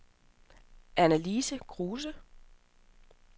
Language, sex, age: Danish, female, 27